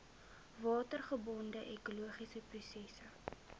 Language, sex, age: Afrikaans, female, 20